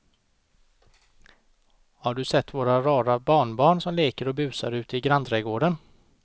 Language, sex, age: Swedish, male, 29